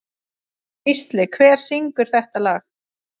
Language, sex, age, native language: Icelandic, female, 30-39, Icelandic